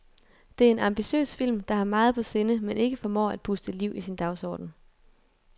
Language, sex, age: Danish, female, 22